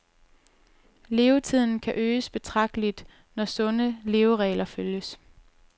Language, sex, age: Danish, female, 22